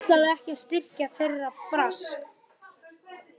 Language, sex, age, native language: Icelandic, male, 12, Icelandic